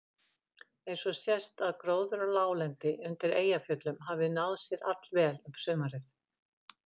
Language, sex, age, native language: Icelandic, female, 50-59, Icelandic